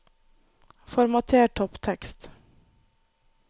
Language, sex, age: Norwegian, female, 24